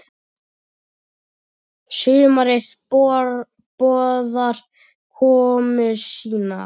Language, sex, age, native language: Icelandic, male, 7, Icelandic